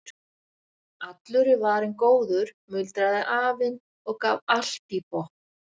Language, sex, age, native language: Icelandic, female, 60-69, Icelandic